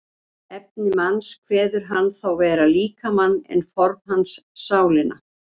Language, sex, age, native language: Icelandic, female, 60-69, Icelandic